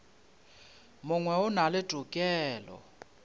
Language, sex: Northern Sotho, male